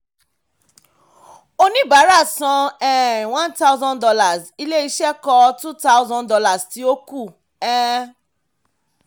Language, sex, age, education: Yoruba, female, 15-29, tertiary